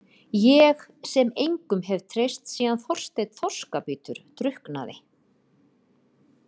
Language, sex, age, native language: Icelandic, female, 50-59, Icelandic